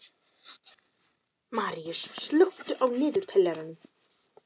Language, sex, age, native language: Icelandic, female, 12, Icelandic